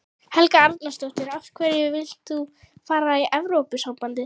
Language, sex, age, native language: Icelandic, female, 11, Icelandic